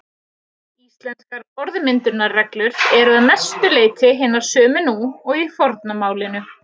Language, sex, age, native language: Icelandic, female, 30-39, Icelandic